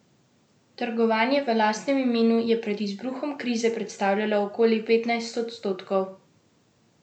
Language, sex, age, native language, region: Slovenian, female, 18-29, Slovenian, Central Slovenia